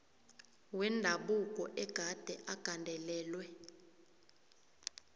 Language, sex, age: South Ndebele, female, 21